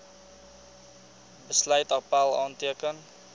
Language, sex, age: Afrikaans, male, 20